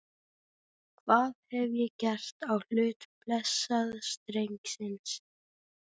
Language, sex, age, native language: Icelandic, female, 13, Icelandic